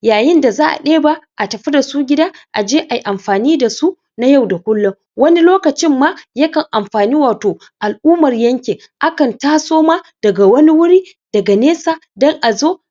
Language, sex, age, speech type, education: Hausa, male, 15-29, spontaneous, secondary